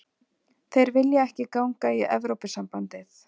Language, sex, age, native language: Icelandic, female, 40-49, Icelandic